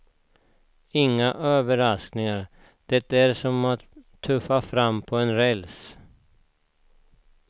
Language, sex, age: Swedish, male, 49